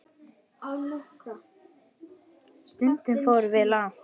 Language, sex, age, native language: Icelandic, female, 10, Icelandic